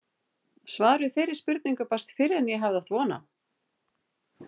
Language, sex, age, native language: Icelandic, female, 40-49, Icelandic